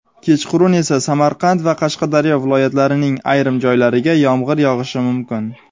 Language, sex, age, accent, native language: Uzbek, male, 19-29, Sirdaryo, Uzbek